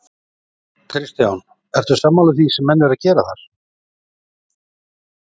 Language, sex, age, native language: Icelandic, male, 40-49, Icelandic